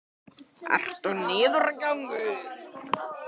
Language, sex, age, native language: Icelandic, male, 11, Icelandic